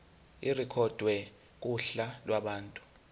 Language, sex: Zulu, male